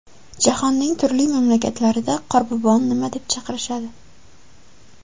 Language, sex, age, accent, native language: Uzbek, female, 19-29, Samarqand, Uzbek